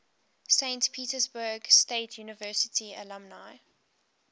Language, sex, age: English, female, 18